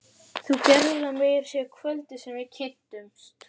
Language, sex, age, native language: Icelandic, female, 11, Icelandic